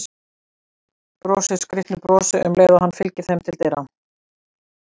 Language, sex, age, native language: Icelandic, female, 40-49, Icelandic